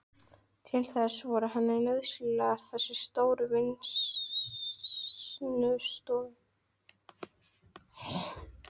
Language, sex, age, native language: Icelandic, female, 13, Icelandic